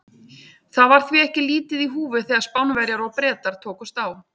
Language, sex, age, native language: Icelandic, female, 30-39, Icelandic